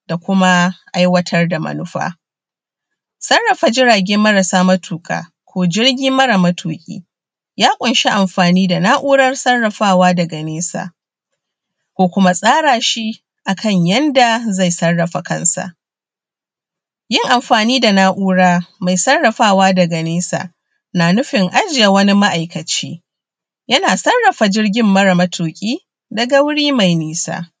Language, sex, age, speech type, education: Hausa, female, 30-45, spontaneous, primary